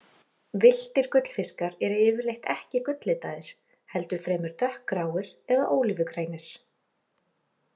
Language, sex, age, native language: Icelandic, female, 40-49, Icelandic